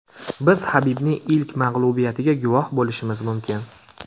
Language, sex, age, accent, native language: Uzbek, male, 25-34, Andijon, Uzbek